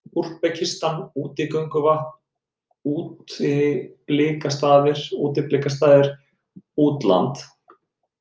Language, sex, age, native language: Icelandic, male, 30-39, Icelandic